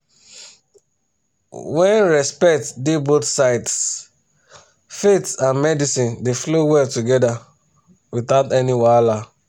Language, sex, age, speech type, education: Nigerian Pidgin, male, 30-45, spontaneous, tertiary